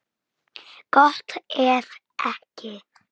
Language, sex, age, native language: Icelandic, female, 6, Icelandic